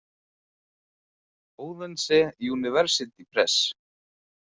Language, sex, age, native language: Icelandic, male, 20-29, Icelandic